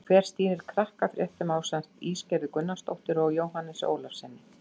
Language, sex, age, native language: Icelandic, female, 60-69, Icelandic